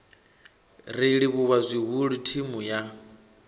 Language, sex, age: Venda, male, 21